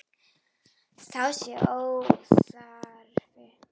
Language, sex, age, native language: Icelandic, female, 8, Icelandic